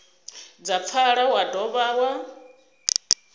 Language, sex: Venda, female